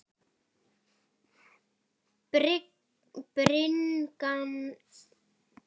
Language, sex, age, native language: Icelandic, female, 10, Icelandic